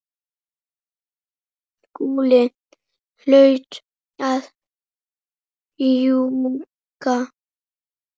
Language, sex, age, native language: Icelandic, male, 8, Icelandic